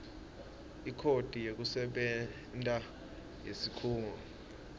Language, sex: Swati, male